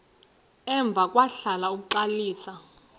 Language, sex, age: Xhosa, female, 35